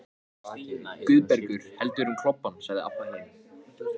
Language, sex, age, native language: Icelandic, male, 14, Icelandic